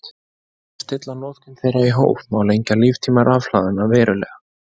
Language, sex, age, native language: Icelandic, male, 20-29, Icelandic